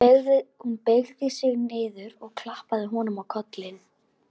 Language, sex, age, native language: Icelandic, female, 12, Icelandic